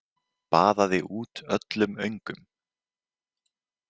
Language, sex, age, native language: Icelandic, male, 18-19, Icelandic